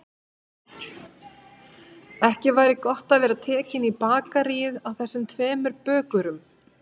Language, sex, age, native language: Icelandic, female, 50-59, Icelandic